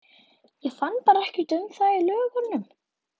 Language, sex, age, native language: Icelandic, female, 11, Icelandic